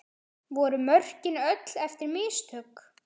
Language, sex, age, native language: Icelandic, male, 10, Icelandic